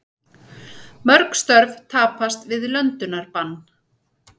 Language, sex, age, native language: Icelandic, female, 40-49, Icelandic